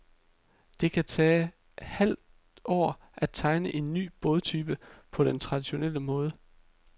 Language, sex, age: Danish, male, 33